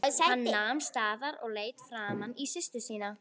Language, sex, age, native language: Icelandic, female, 11, Icelandic